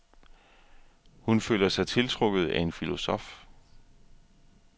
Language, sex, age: Danish, male, 41